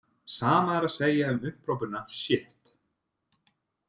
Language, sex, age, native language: Icelandic, male, 30-39, Icelandic